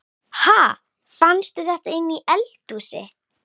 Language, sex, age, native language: Icelandic, female, 10, Icelandic